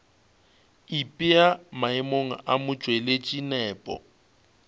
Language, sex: Northern Sotho, male